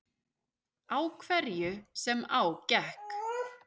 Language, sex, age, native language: Icelandic, male, 6, Icelandic